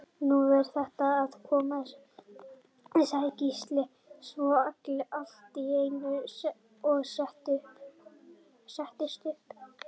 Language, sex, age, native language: Icelandic, male, 30-39, Icelandic